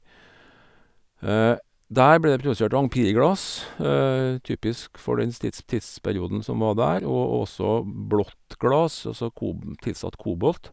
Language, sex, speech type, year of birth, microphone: Norwegian, male, spontaneous, 1951, Sennheiser